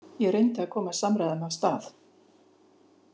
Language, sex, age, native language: Icelandic, female, 50-59, Icelandic